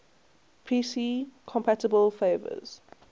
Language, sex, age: English, female, 18